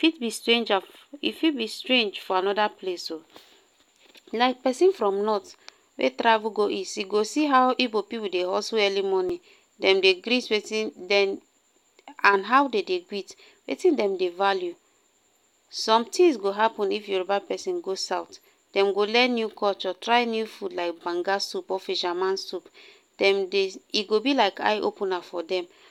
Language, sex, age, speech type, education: Nigerian Pidgin, female, 15-29, spontaneous, tertiary